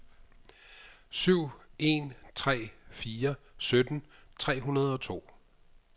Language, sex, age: Danish, male, 55